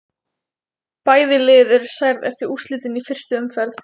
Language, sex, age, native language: Icelandic, female, 20-29, Icelandic